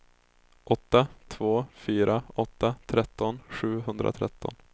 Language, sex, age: Swedish, male, 20